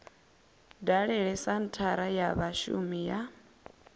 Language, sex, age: Venda, female, 24